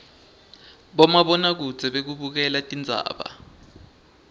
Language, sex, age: Swati, male, 20